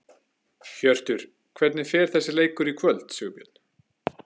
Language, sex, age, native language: Icelandic, male, 20-29, Icelandic